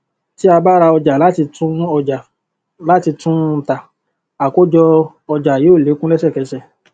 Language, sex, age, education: Yoruba, male, 30-45, tertiary